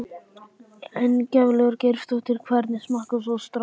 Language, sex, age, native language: Icelandic, male, 11, Icelandic